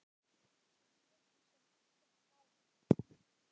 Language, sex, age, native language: Icelandic, male, 10, Icelandic